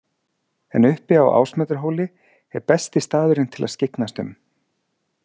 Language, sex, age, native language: Icelandic, male, 40-49, Icelandic